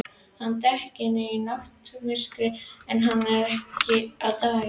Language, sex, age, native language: Icelandic, female, 11, Icelandic